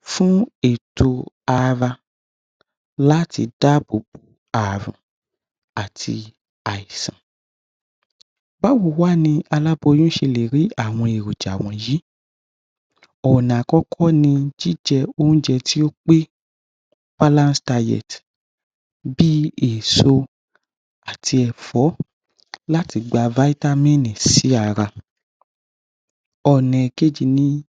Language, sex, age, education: Yoruba, male, 15-29, tertiary